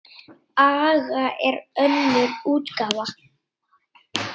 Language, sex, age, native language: Icelandic, male, 8, Icelandic